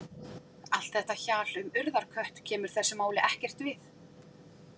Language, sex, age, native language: Icelandic, female, 40-49, Icelandic